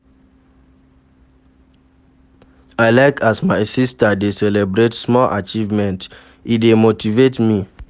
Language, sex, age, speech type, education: Nigerian Pidgin, male, 46-60, read, secondary